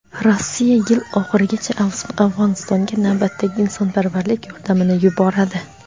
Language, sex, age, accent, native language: Uzbek, female, under 19, Xorazm, Uzbek